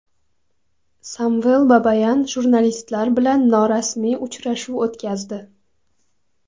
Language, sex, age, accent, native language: Uzbek, female, 18-24, Qoraqalpog'iston, Karakalpak